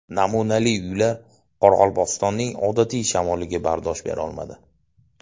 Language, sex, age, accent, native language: Uzbek, male, 25-34, Toshkent shahri, Uzbek